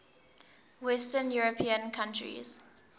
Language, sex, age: English, female, 19